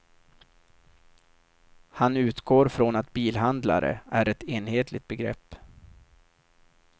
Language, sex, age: Swedish, male, 32